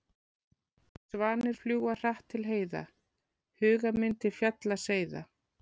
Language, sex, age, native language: Icelandic, female, 40-49, Icelandic